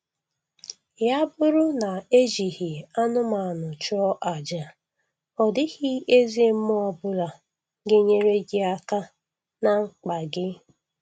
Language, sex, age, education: Igbo, female, 15-29, tertiary